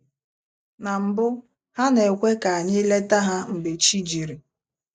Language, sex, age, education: Igbo, female, 15-29, tertiary